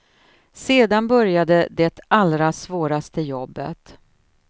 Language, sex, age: Swedish, female, 53